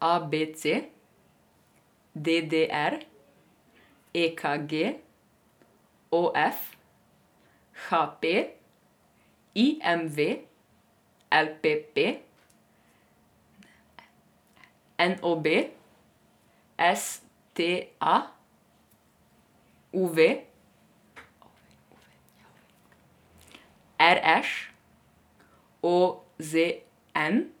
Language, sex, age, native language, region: Slovenian, female, 18-29, Serbian, Drava region